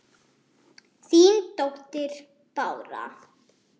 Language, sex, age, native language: Icelandic, male, 8, Icelandic